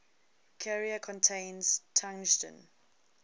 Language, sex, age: English, female, 20